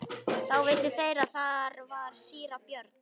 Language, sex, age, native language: Icelandic, male, 11, Icelandic